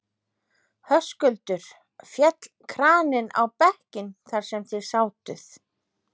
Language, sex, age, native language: Icelandic, female, 30-39, Icelandic